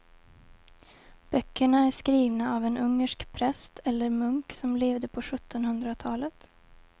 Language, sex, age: Swedish, female, 20